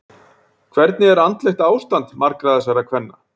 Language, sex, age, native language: Icelandic, male, 40-49, Icelandic